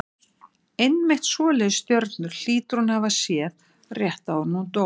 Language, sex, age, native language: Icelandic, female, 60-69, Icelandic